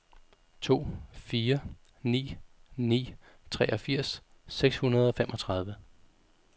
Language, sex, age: Danish, male, 32